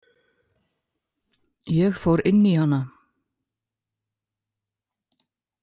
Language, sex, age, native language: Icelandic, male, 18-19, Icelandic